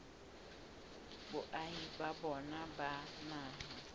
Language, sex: Southern Sotho, female